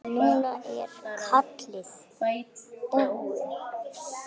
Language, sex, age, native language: Icelandic, male, 9, Icelandic